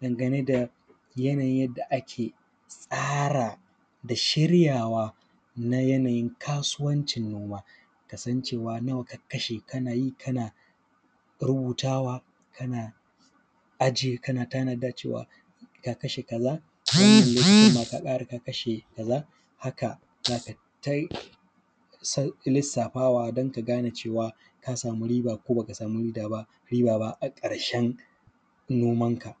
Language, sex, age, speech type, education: Hausa, male, 15-29, spontaneous, primary